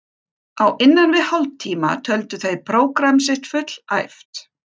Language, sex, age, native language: Icelandic, female, 50-59, German